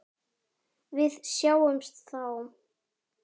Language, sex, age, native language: Icelandic, female, 10, Icelandic